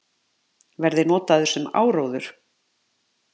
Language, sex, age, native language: Icelandic, male, 50-59, Icelandic